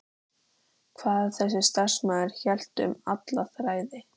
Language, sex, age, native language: Icelandic, female, 13, Icelandic